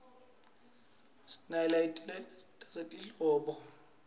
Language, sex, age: Swati, male, 26